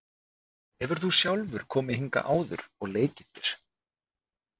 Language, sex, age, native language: Icelandic, male, 20-29, Icelandic